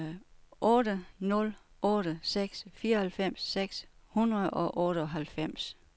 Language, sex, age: Danish, female, 61